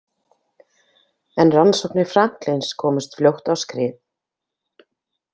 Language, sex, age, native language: Icelandic, female, 50-59, Icelandic